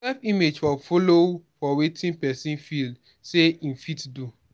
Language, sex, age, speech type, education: Nigerian Pidgin, male, 15-29, spontaneous, tertiary